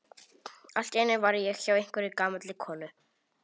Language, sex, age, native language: Icelandic, male, 18-19, Polish